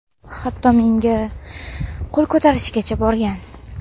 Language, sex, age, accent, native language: Uzbek, female, under 19, Namangan, Uzbek